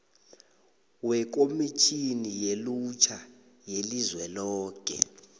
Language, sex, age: South Ndebele, male, 22